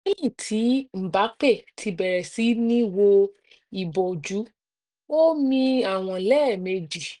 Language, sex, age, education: Yoruba, female, 30-45, tertiary